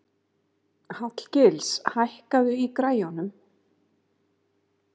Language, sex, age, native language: Icelandic, female, 50-59, Icelandic